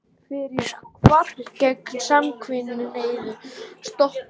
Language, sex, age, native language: Icelandic, male, 18-19, Icelandic